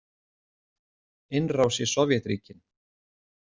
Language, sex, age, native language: Icelandic, male, 40-49, Icelandic